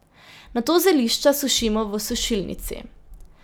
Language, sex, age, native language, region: Slovenian, female, 18-29, Slovenian, Drava region